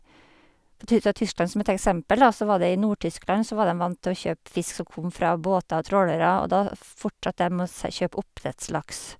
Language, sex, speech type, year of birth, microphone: Norwegian, female, spontaneous, 1958, Sennheiser